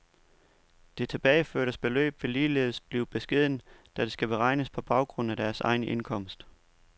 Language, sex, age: Danish, male, 29